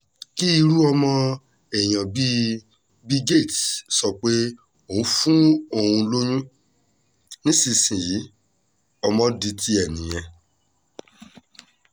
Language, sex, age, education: Yoruba, male, 30-45, tertiary